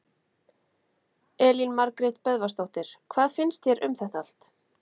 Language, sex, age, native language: Icelandic, female, 30-39, Icelandic